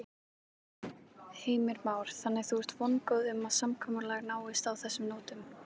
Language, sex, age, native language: Icelandic, female, 18-19, Icelandic